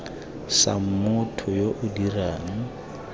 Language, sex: Tswana, male